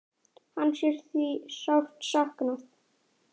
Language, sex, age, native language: Icelandic, male, 9, Icelandic